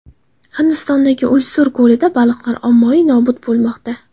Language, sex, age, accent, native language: Uzbek, female, 18-24, Xorazm, Uzbek